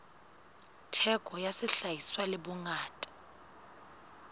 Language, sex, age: Southern Sotho, female, 19